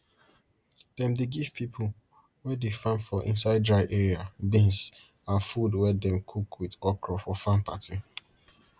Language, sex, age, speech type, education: Nigerian Pidgin, male, 15-29, spontaneous, tertiary